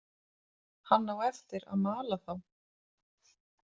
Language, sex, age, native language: Icelandic, female, 30-39, Icelandic